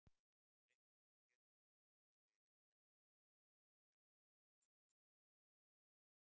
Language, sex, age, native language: Icelandic, male, 60-69, Icelandic